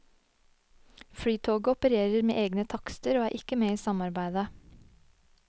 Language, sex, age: Norwegian, female, 25